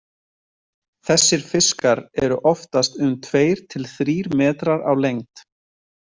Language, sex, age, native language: Icelandic, male, 20-29, Icelandic